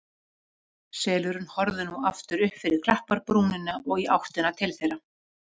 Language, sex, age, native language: Icelandic, female, 50-59, Icelandic